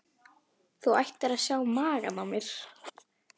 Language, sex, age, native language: Icelandic, female, 11, Icelandic